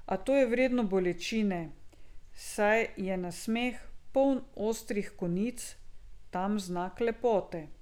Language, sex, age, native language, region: Slovenian, female, 50-59, Slovenian, Drava region